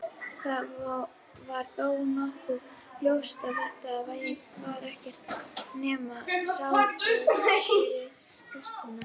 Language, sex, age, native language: Icelandic, female, 50-59, Icelandic